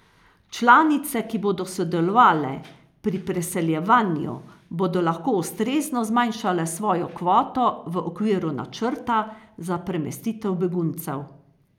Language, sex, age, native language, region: Slovenian, female, 50-59, Slovenian, Carinthia region